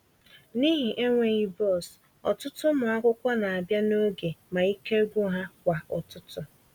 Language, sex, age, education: Igbo, female, 30-45, tertiary